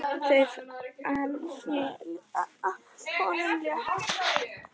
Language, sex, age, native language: Icelandic, female, 10, Icelandic